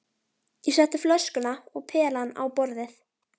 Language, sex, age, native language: Icelandic, female, 12, Icelandic